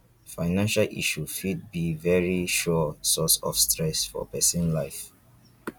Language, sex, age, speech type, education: Nigerian Pidgin, male, 15-29, spontaneous, tertiary